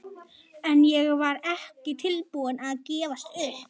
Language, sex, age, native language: Icelandic, male, 11, Icelandic